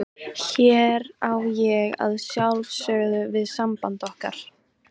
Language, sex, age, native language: Icelandic, female, 13, Icelandic